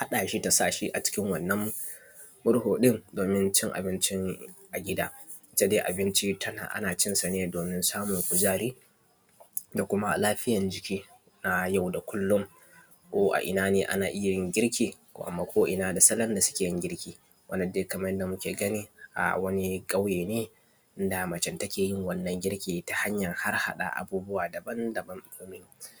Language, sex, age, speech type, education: Hausa, male, 15-29, spontaneous, tertiary